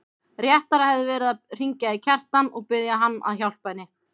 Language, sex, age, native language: Icelandic, female, 30-39, Icelandic